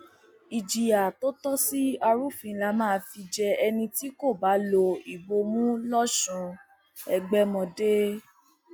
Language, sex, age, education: Yoruba, female, 30-45, tertiary